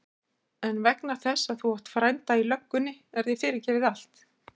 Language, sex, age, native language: Icelandic, female, 60-69, Icelandic